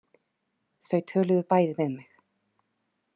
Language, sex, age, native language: Icelandic, female, 30-39, Icelandic